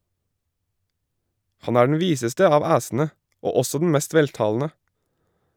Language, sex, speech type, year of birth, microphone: Norwegian, male, read, 1987, Shure